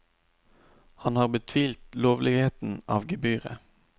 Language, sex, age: Norwegian, male, 29